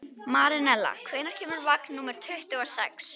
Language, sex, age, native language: Icelandic, female, 11, Icelandic